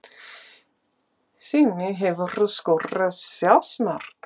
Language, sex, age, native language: Icelandic, female, 50-59, English